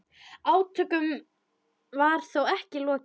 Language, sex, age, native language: Icelandic, female, 10, Icelandic